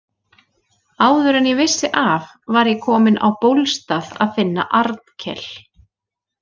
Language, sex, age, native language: Icelandic, female, 30-39, Icelandic